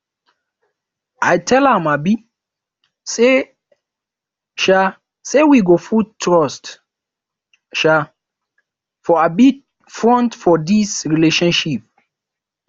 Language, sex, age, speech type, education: Nigerian Pidgin, male, 15-29, spontaneous, tertiary